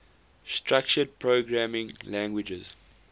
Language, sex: English, male